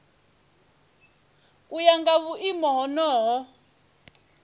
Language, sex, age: Venda, female, 23